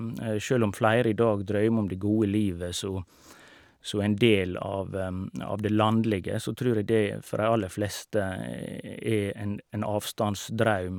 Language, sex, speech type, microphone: Norwegian, male, spontaneous, Shure